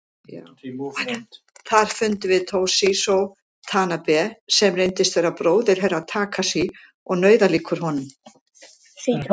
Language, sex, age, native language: Icelandic, female, 70-79, Icelandic